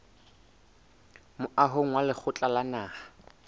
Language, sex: Southern Sotho, male